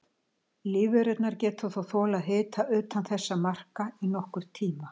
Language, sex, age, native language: Icelandic, female, 60-69, Icelandic